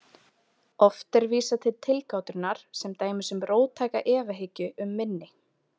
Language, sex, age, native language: Icelandic, female, 20-29, Icelandic